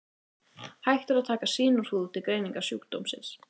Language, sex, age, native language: Icelandic, female, 18-19, Icelandic